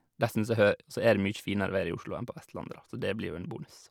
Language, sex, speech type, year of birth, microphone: Norwegian, male, spontaneous, 1986, Shure